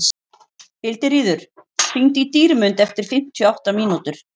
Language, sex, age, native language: Icelandic, female, 40-49, Icelandic